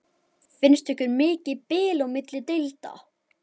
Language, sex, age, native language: Icelandic, male, 11, Icelandic